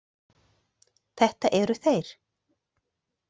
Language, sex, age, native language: Icelandic, female, 40-49, Icelandic